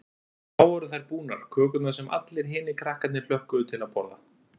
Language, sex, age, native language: Icelandic, male, 40-49, Icelandic